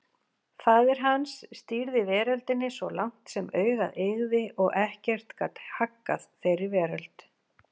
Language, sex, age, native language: Icelandic, female, 40-49, Icelandic